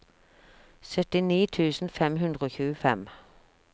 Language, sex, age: Norwegian, female, 46